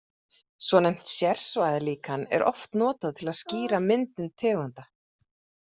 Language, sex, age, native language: Icelandic, female, 40-49, Icelandic